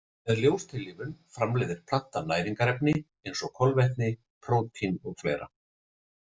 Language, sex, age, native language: Icelandic, male, 40-49, Icelandic